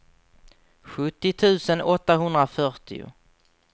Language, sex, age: Swedish, male, 24